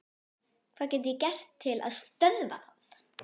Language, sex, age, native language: Icelandic, female, 12, Icelandic